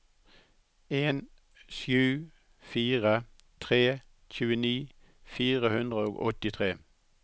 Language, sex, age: Norwegian, male, 63